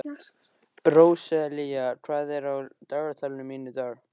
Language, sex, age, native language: Icelandic, male, 13, Icelandic